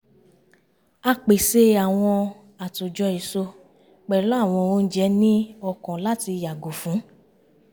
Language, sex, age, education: Yoruba, female, 30-45, tertiary